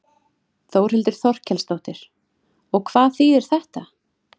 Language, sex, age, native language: Icelandic, female, 30-39, Icelandic